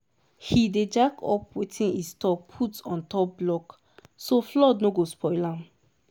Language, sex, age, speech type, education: Nigerian Pidgin, female, 15-29, spontaneous, tertiary